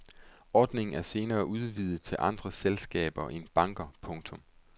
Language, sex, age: Danish, male, 31